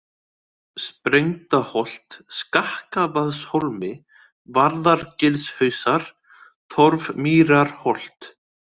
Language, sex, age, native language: Icelandic, male, 20-29, Icelandic